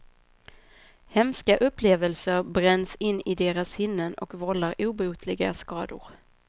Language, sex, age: Swedish, female, 26